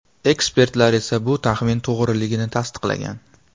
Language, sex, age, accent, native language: Uzbek, male, 18-24, Farg'ona, Uzbek